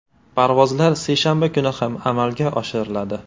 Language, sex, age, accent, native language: Uzbek, male, 18-24, Toshkent shahri, Uzbek